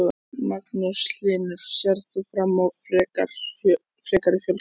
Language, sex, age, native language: Icelandic, male, 14, Icelandic